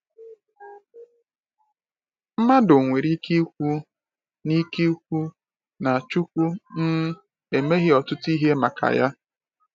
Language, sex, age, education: Igbo, male, 15-29, tertiary